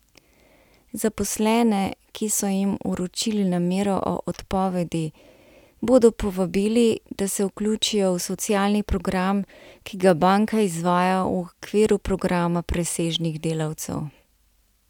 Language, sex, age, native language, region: Slovenian, female, 30-49, Slovenian, Central Slovenia